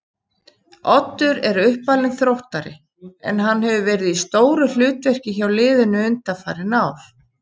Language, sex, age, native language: Icelandic, female, 50-59, Icelandic